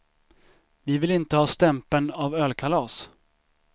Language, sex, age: Swedish, male, 25